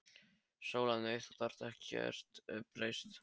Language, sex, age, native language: Icelandic, male, 13, Polish